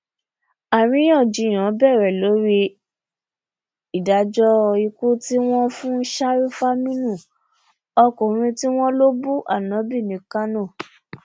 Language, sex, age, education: Yoruba, female, 15-29, tertiary